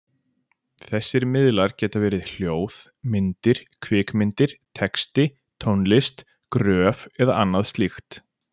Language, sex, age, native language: Icelandic, male, 40-49, Icelandic